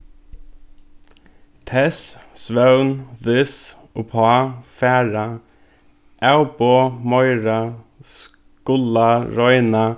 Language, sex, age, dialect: Faroese, male, 15-35, Norðurstreymoy/Eysturoy